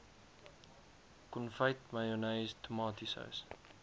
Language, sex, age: Afrikaans, male, 22